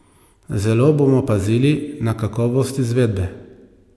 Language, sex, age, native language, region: Slovenian, male, 30-49, Slovenian, Savinja region